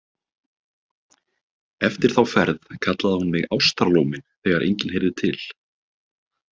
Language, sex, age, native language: Icelandic, male, 30-39, Icelandic